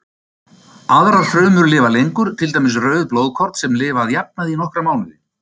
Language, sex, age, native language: Icelandic, male, 50-59, Icelandic